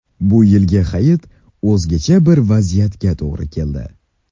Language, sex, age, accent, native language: Uzbek, male, under 19, Sirdaryo, Uzbek